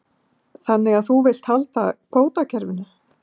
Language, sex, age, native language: Icelandic, female, 50-59, Icelandic